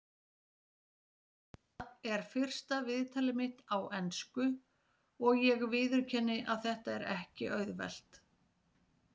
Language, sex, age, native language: Icelandic, female, 40-49, Icelandic